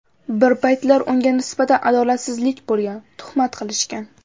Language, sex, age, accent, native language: Uzbek, female, under 19, Samarqand, Uzbek